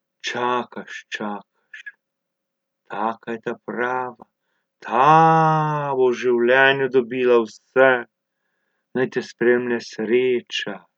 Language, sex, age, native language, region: Slovenian, male, 60+, Slovenian, Abroad